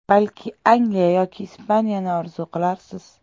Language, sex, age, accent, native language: Uzbek, female, 25-34, Toshkent shahri, Uzbek